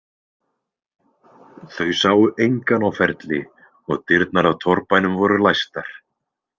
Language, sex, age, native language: Icelandic, male, 20-29, Icelandic